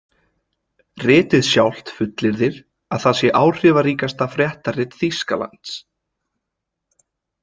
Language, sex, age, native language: Icelandic, male, 20-29, Icelandic